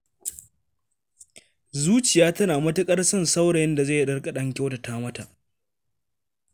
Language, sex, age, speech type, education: Hausa, male, 15-29, read, secondary